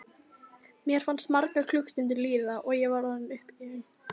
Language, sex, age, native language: Icelandic, female, 15, Icelandic